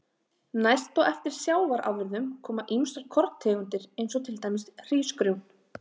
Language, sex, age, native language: Icelandic, female, 30-39, Icelandic